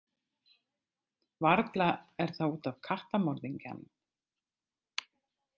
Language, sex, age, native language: Icelandic, female, 50-59, Icelandic